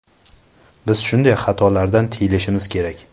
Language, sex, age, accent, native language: Uzbek, male, 19-29, Qashqadaryo, Uzbek